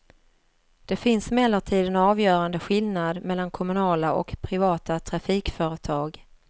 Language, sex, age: Swedish, female, 47